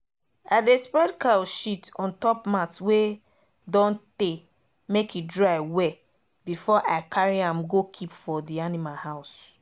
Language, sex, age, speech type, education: Nigerian Pidgin, female, 30-45, spontaneous, tertiary